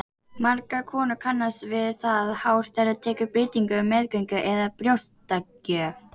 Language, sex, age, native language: Icelandic, female, 18-19, Icelandic